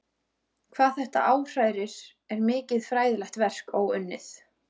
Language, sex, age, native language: Icelandic, female, 20-29, Icelandic